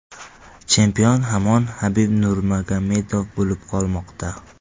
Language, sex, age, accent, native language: Uzbek, male, 18-24, Farg'ona, Tajik